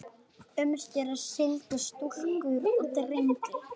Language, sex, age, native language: Icelandic, female, 9, Icelandic